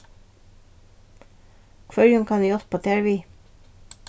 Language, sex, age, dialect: Faroese, female, 36-60, Vágar